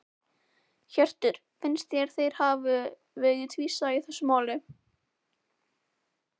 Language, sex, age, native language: Icelandic, female, 11, Icelandic